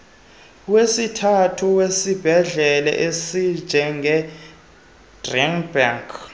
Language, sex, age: Xhosa, male, 22